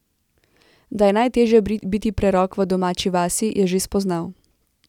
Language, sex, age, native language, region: Slovenian, female, 18-29, Slovenian, Central Slovenia